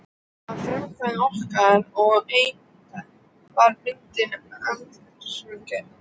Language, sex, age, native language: Icelandic, male, 12, Icelandic